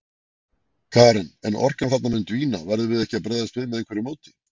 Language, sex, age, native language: Icelandic, male, 40-49, Icelandic